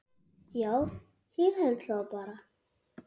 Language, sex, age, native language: Icelandic, male, 8, Icelandic